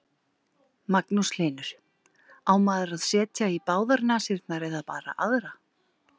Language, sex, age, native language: Icelandic, female, 40-49, Icelandic